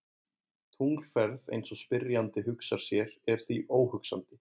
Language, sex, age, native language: Icelandic, male, 20-29, Icelandic